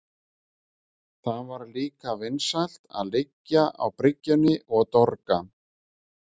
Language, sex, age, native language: Icelandic, male, 50-59, Icelandic